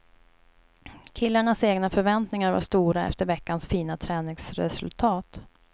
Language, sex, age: Swedish, female, 29